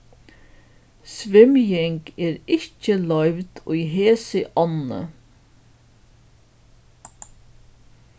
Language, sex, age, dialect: Faroese, female, 61+, Norðuroyggjar